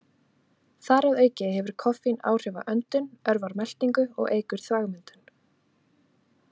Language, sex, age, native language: Icelandic, female, 20-29, Icelandic